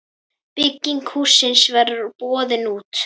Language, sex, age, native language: Icelandic, female, 10, Icelandic